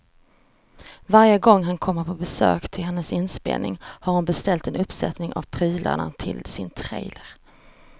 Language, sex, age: Swedish, female, 34